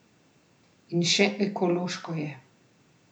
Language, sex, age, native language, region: Slovenian, female, 30-49, Slovenian, Central Slovenia